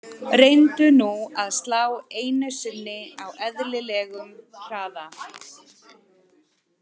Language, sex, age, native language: Icelandic, female, 30-39, Icelandic